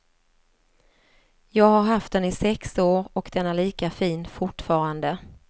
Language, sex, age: Swedish, female, 47